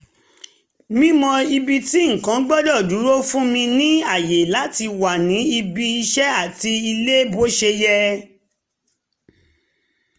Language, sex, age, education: Yoruba, female, 30-45, tertiary